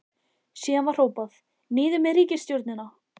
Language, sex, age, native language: Icelandic, female, 14, Icelandic